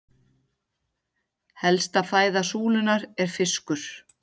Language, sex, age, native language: Icelandic, female, 40-49, Icelandic